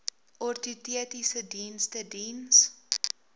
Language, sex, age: Afrikaans, female, 20